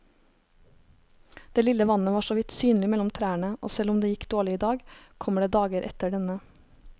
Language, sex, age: Norwegian, female, 23